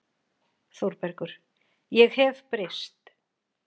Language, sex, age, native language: Icelandic, female, 40-49, Icelandic